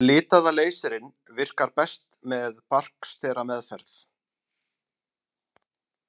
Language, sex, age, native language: Icelandic, male, 40-49, Icelandic